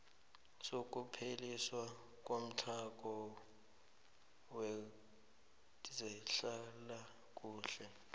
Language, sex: South Ndebele, male